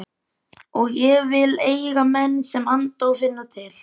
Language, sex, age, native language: Icelandic, male, 11, Icelandic